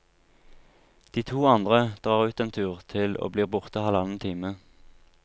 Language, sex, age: Norwegian, male, 23